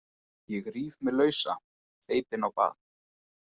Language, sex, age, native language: Icelandic, male, 20-29, Icelandic